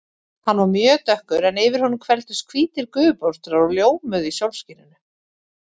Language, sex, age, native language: Icelandic, female, 40-49, Icelandic